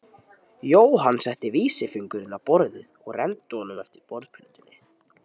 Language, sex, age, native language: Icelandic, male, 12, Icelandic